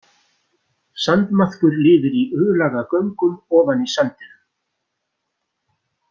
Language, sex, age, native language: Icelandic, male, 60-69, Icelandic